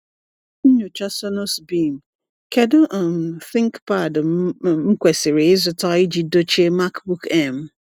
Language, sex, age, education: Igbo, female, 30-45, tertiary